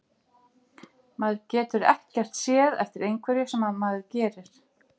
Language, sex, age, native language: Icelandic, female, 50-59, Icelandic